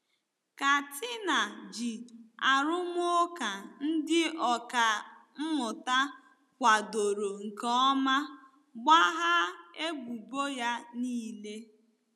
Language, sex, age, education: Igbo, female, 15-29, tertiary